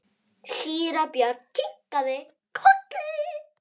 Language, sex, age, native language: Icelandic, female, 9, Icelandic